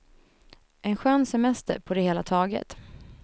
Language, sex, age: Swedish, female, 21